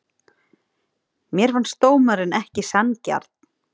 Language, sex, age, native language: Icelandic, female, 30-39, Icelandic